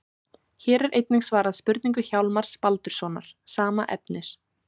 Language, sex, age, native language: Icelandic, female, 18-19, Icelandic